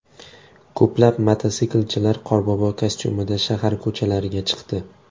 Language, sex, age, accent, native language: Uzbek, male, 18-24, Toshkent shahri, Uzbek